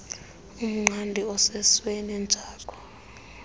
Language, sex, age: Xhosa, female, 21